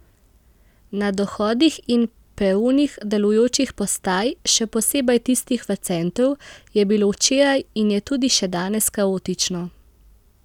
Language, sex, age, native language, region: Slovenian, female, 18-29, Slovenian, Central Slovenia